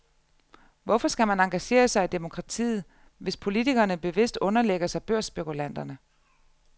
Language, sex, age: Danish, female, 34